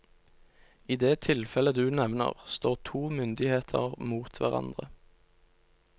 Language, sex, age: Norwegian, male, 29